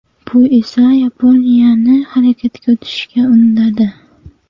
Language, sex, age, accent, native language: Uzbek, female, 18-24, Namangan, Uzbek